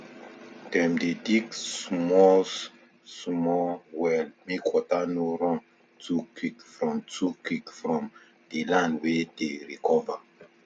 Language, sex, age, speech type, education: Nigerian Pidgin, male, 15-29, spontaneous, tertiary